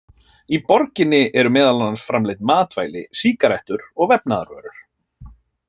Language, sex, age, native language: Icelandic, male, 30-39, Icelandic